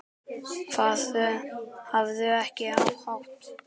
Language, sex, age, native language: Icelandic, male, 10, Icelandic